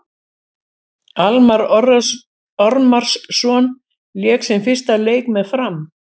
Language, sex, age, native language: Icelandic, female, 70-79, Icelandic